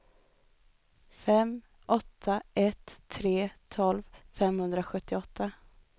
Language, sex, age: Swedish, female, 20